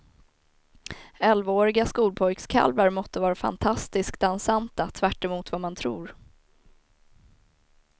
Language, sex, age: Swedish, female, 19